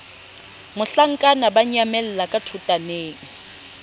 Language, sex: Southern Sotho, female